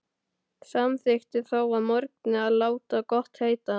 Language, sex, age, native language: Icelandic, male, 12, Icelandic